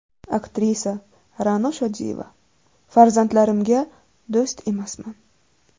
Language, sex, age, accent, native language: Uzbek, female, 18-24, Buxoro, Uzbek